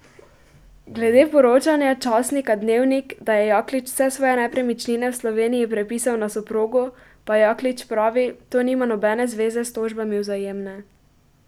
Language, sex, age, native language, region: Slovenian, female, 12-17, Slovenian, Pomurje region